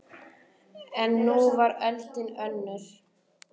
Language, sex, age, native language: Icelandic, female, 10, Icelandic